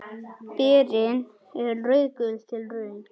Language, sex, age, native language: Icelandic, male, 9, Icelandic